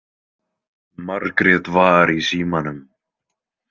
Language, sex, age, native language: Icelandic, male, 20-29, Icelandic